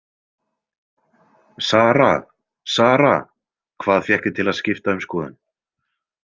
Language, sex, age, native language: Icelandic, male, 20-29, Icelandic